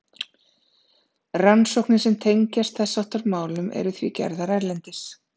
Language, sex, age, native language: Icelandic, female, 30-39, Icelandic